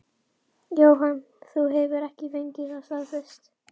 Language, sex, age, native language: Icelandic, female, 11, Icelandic